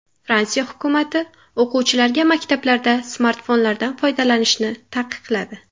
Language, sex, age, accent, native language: Uzbek, female, 18-24, Samarqand, Uzbek